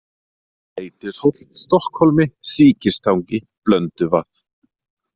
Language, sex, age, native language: Icelandic, male, 30-39, Icelandic